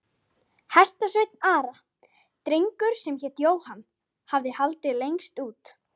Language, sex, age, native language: Icelandic, female, 12, Icelandic